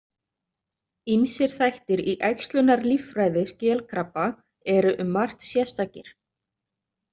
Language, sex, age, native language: Icelandic, other, 30-39, Icelandic